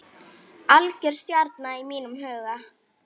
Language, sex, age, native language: Icelandic, female, 9, Icelandic